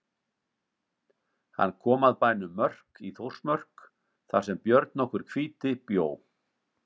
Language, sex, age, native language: Icelandic, male, 50-59, Icelandic